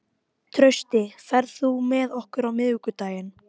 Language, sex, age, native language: Icelandic, female, 12, Icelandic